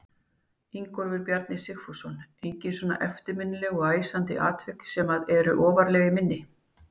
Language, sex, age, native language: Icelandic, female, 50-59, Icelandic